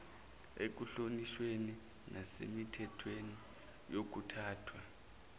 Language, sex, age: Zulu, male, 23